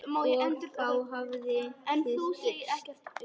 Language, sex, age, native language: Icelandic, male, 10, Icelandic